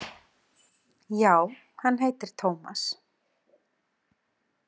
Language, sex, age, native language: Icelandic, female, 40-49, Icelandic